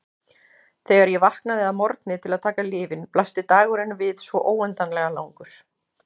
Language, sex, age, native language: Icelandic, female, 40-49, Icelandic